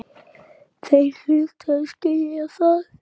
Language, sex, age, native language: Icelandic, male, 10, Icelandic